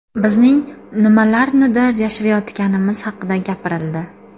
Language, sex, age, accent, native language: Uzbek, female, 25-34, Toshkent shahri, Uzbek